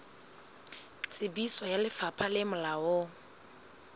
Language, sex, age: Southern Sotho, female, 19